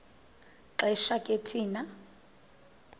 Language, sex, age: Xhosa, female, 26